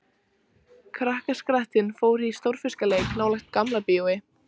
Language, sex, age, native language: Icelandic, female, 14, Icelandic